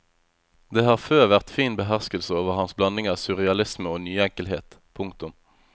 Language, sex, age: Norwegian, male, 25